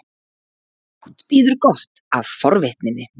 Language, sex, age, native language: Icelandic, female, 40-49, Icelandic